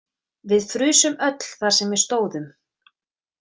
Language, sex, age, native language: Icelandic, female, 30-39, Icelandic